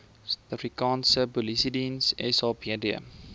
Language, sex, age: Afrikaans, male, 20